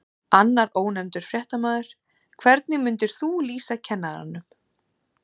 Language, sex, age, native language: Icelandic, female, 30-39, Icelandic